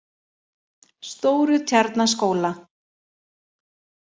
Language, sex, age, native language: Icelandic, male, 40-49, Icelandic